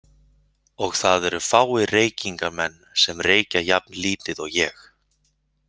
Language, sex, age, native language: Icelandic, male, 40-49, Icelandic